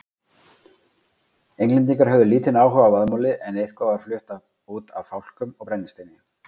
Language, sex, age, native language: Icelandic, male, 40-49, Icelandic